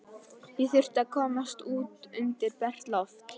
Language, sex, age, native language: Icelandic, female, 11, Icelandic